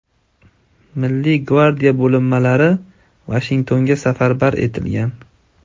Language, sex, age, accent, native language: Uzbek, male, 25-34, Andijon, Uzbek